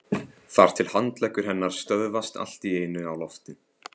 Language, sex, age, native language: Icelandic, male, 15, Icelandic